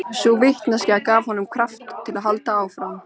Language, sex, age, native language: Icelandic, female, 13, Icelandic